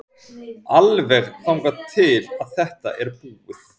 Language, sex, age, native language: Icelandic, male, 40-49, Icelandic